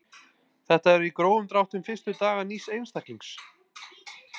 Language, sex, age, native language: Icelandic, male, 20-29, Icelandic